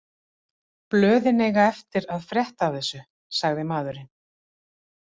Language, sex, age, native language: Icelandic, female, 40-49, Icelandic